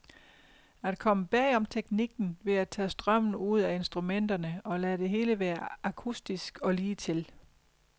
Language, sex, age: Danish, female, 50